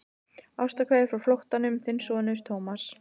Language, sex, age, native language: Icelandic, female, 15, Icelandic